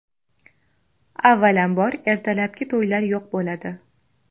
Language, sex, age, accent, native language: Uzbek, female, under 19, Andijon, Uzbek